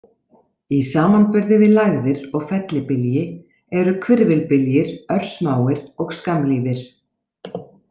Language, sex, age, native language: Icelandic, female, 40-49, Icelandic